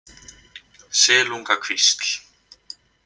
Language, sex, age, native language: Icelandic, male, 20-29, Icelandic